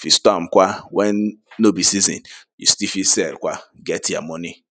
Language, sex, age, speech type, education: Nigerian Pidgin, male, 30-45, spontaneous, secondary